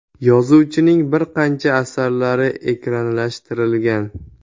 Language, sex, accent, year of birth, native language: Uzbek, male, Jizzax, 2004, Uzbek